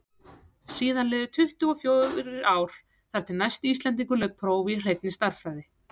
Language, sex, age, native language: Icelandic, female, 30-39, Icelandic